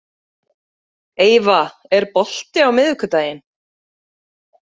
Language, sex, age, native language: Icelandic, female, 40-49, Icelandic